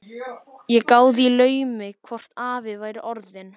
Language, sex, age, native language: Icelandic, male, 14, Icelandic